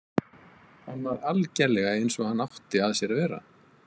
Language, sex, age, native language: Icelandic, male, 50-59, Icelandic